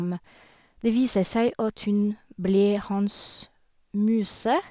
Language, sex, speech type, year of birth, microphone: Norwegian, female, spontaneous, 1971, Sennheiser